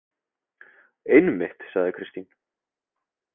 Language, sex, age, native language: Icelandic, male, 30-39, Icelandic